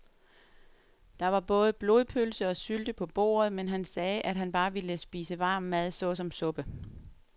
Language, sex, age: Danish, female, 35